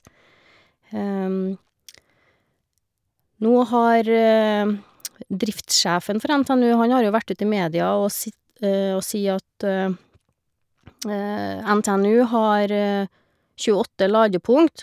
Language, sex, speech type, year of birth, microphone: Norwegian, female, spontaneous, 1971, Shure